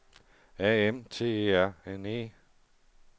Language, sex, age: Danish, male, 47